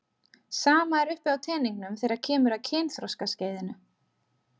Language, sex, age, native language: Icelandic, female, 30-39, Icelandic